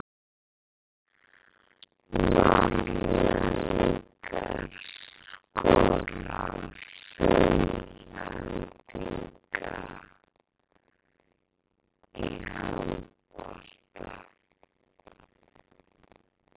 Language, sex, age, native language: Icelandic, female, 11, Icelandic